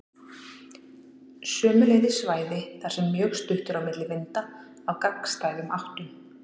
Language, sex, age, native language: Icelandic, female, 40-49, Icelandic